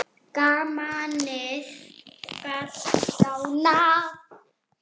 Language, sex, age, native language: Icelandic, female, 8, Icelandic